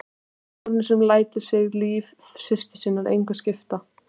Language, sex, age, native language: Icelandic, female, 12, Icelandic